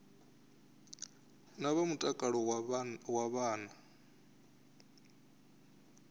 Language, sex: Venda, male